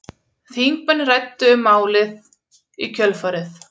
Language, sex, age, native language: Icelandic, female, 30-39, Icelandic